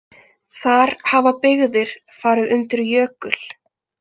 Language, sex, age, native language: Icelandic, female, 20-29, Icelandic